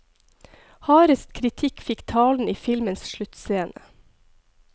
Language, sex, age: Norwegian, female, 42